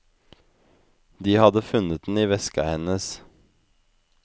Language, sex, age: Norwegian, male, 25